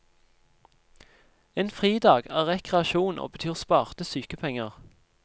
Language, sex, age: Norwegian, male, 26